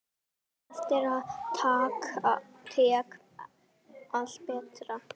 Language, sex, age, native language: Icelandic, female, 10, Icelandic